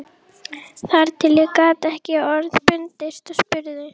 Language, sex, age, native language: Icelandic, female, 11, Icelandic